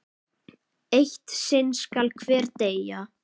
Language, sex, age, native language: Icelandic, male, 10, Icelandic